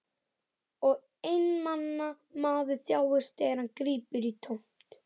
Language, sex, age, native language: Icelandic, male, 11, Icelandic